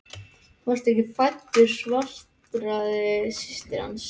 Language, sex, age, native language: Icelandic, male, 12, Icelandic